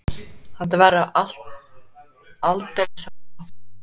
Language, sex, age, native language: Icelandic, male, 10, Icelandic